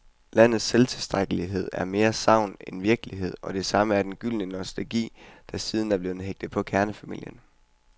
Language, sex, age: Danish, male, 21